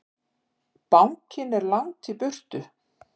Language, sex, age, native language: Icelandic, female, 50-59, Icelandic